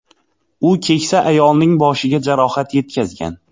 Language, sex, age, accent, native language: Uzbek, male, 25-34, Xorazm, Uzbek